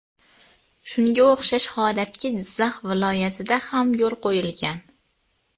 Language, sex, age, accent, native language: Uzbek, female, under 19, Toshkent viloyati, Uzbek